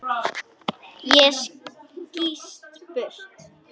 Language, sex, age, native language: Icelandic, female, 10, Icelandic